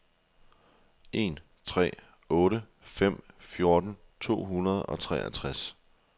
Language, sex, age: Danish, male, 24